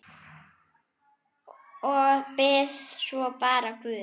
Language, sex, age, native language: Icelandic, female, 9, Icelandic